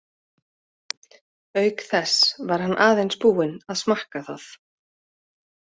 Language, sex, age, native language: Icelandic, female, 30-39, Icelandic